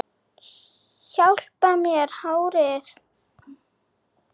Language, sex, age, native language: Icelandic, female, 9, Icelandic